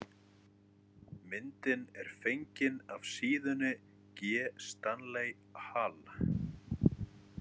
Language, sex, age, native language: Icelandic, male, 30-39, Icelandic